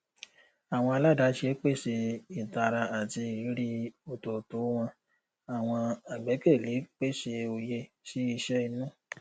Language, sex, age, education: Yoruba, male, 30-45, tertiary